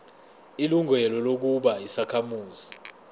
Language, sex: Zulu, male